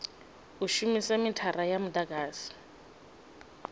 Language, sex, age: Venda, female, 26